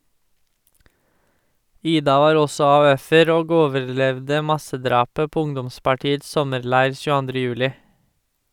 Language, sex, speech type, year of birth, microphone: Norwegian, male, read, 1986, Sennheiser